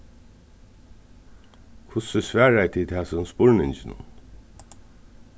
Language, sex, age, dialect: Faroese, male, 36-60, Suðurstreymoy